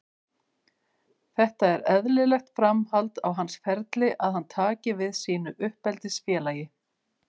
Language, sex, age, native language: Icelandic, female, 50-59, Icelandic